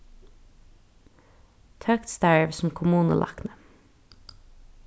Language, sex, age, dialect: Faroese, female, 15-35, Norðurstreymoy/Eysturoy